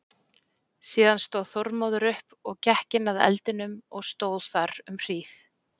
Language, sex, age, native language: Icelandic, female, 40-49, Icelandic